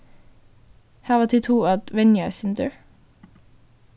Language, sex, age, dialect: Faroese, female, 15-35, Suðurstreymoy